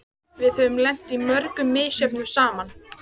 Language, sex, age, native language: Icelandic, female, 14, Icelandic